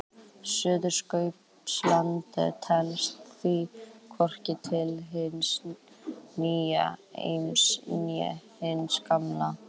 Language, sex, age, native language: Icelandic, female, 18-19, Icelandic